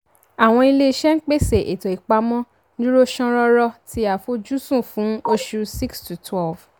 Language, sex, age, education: Yoruba, female, 15-29, tertiary